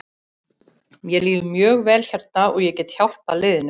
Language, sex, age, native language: Icelandic, female, 40-49, Icelandic